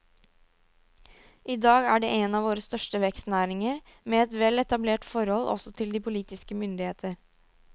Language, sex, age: Norwegian, female, 22